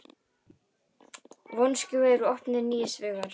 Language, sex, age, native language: Icelandic, female, 18-19, Icelandic